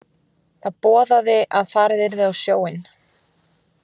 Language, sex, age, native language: Icelandic, female, 20-29, Icelandic